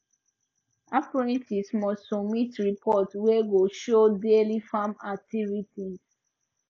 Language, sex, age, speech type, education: Nigerian Pidgin, female, 15-29, spontaneous, tertiary